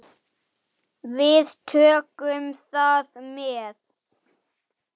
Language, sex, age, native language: Icelandic, male, 8, Icelandic